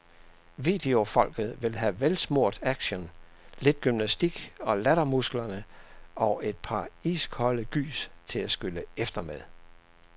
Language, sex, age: Danish, male, 67